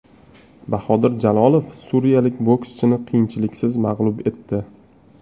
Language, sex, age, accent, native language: Uzbek, male, 25-34, Toshkent shahri, Uzbek